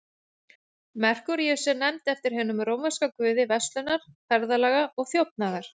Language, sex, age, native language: Icelandic, female, 40-49, Icelandic